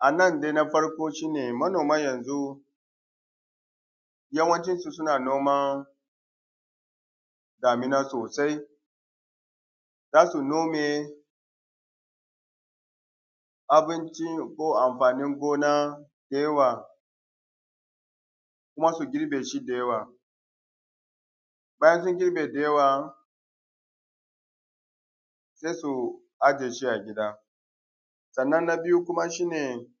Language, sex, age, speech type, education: Hausa, male, 30-45, spontaneous, tertiary